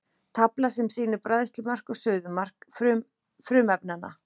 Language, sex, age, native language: Icelandic, female, 40-49, Icelandic